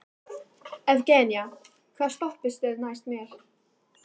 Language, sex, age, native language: Icelandic, female, 18-19, Icelandic